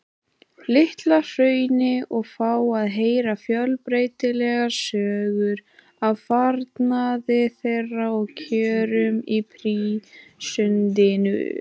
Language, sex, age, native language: Icelandic, female, 18-19, Icelandic